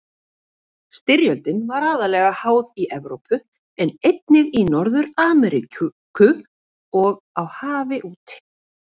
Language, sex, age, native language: Icelandic, female, 40-49, Icelandic